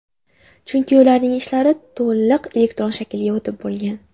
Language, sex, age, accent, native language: Uzbek, female, under 19, Jizzax, Uzbek